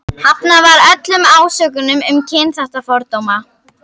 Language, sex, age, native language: Icelandic, female, 50-59, Icelandic